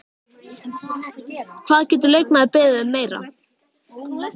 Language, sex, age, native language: Icelandic, female, 12, Icelandic